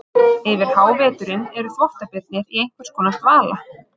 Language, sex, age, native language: Icelandic, female, 30-39, Icelandic